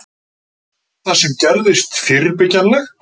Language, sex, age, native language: Icelandic, male, 50-59, Icelandic